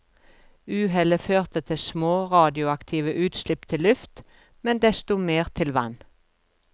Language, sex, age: Norwegian, female, 42